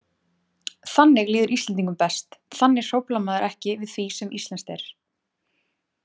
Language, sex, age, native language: Icelandic, female, 20-29, Icelandic